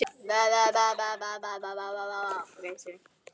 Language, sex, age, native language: Icelandic, female, 10, Icelandic